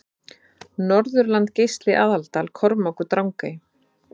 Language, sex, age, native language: Icelandic, female, 30-39, Icelandic